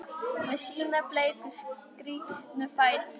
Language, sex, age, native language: Icelandic, female, 10, Icelandic